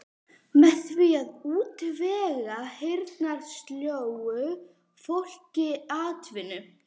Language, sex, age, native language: Icelandic, female, 12, Icelandic